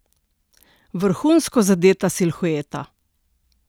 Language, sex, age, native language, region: Slovenian, female, 60+, Slovenian, Central Slovenia